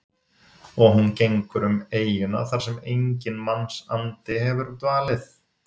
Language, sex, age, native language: Icelandic, male, 30-39, Icelandic